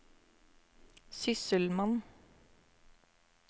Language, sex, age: Norwegian, female, 24